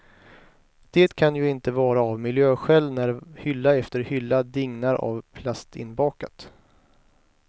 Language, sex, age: Swedish, male, 23